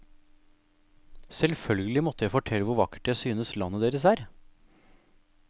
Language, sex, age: Norwegian, male, 28